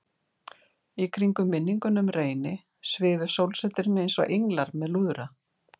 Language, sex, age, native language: Icelandic, female, 60-69, Icelandic